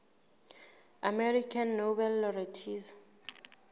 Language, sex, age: Southern Sotho, female, 19